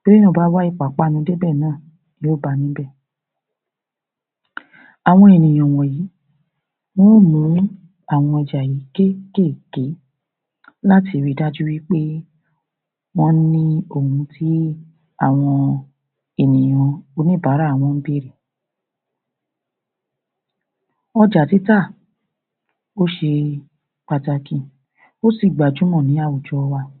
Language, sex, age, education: Yoruba, female, 60+, tertiary